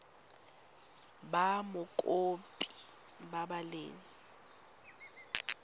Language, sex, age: Tswana, female, 19